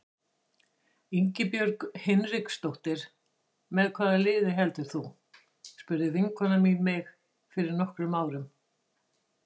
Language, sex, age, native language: Icelandic, female, 60-69, Icelandic